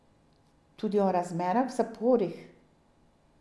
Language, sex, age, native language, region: Slovenian, female, 50-59, Slovenian, Drava region